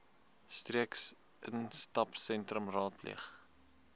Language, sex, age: Afrikaans, male, 20